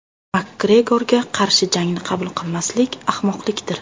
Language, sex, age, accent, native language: Uzbek, female, 18-24, Namangan, Uzbek